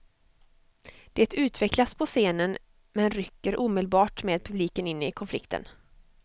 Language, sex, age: Swedish, female, 25